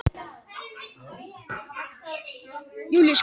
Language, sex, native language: Icelandic, other, Japanese